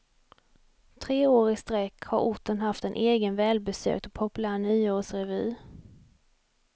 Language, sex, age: Swedish, female, 28